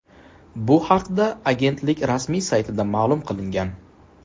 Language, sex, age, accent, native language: Uzbek, male, 25-34, Samarqand, Uzbek